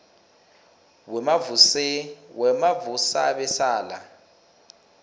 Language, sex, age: South Ndebele, male, 20